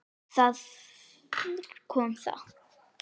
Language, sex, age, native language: Icelandic, female, 9, Icelandic